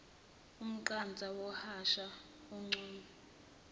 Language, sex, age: Zulu, female, 21